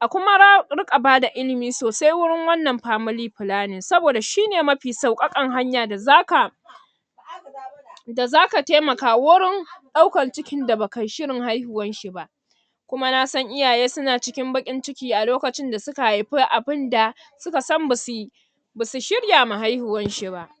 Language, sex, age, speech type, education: Hausa, female, 60+, spontaneous, secondary